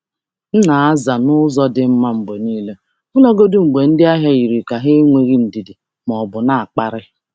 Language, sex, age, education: Igbo, male, 15-29, secondary